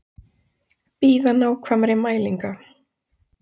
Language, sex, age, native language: Icelandic, female, 30-39, Icelandic